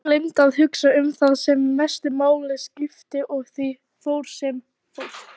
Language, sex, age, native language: Icelandic, female, 18-19, Icelandic